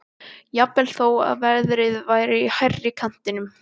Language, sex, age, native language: Icelandic, male, 12, Icelandic